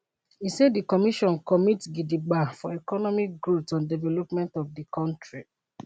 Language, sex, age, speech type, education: Nigerian Pidgin, female, 30-45, spontaneous, tertiary